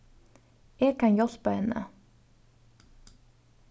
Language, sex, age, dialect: Faroese, female, 15-35, Norðuroyggjar